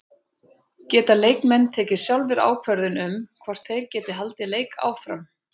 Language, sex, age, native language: Icelandic, female, 40-49, Icelandic